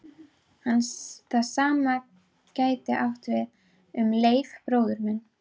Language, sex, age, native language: Icelandic, female, 12, Icelandic